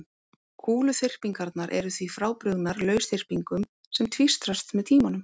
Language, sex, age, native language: Icelandic, female, 18-19, Icelandic